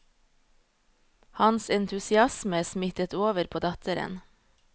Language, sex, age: Norwegian, female, 38